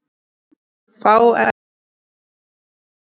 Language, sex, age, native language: Icelandic, female, 7, Icelandic